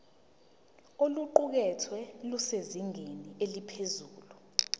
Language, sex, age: Zulu, female, 19